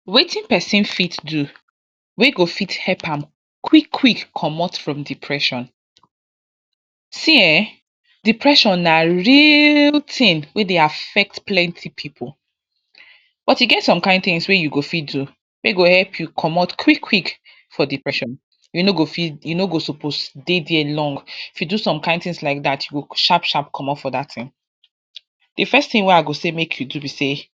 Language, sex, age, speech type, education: Nigerian Pidgin, female, 46-60, spontaneous, tertiary